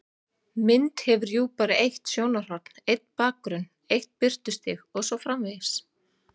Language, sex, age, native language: Icelandic, female, 30-39, Icelandic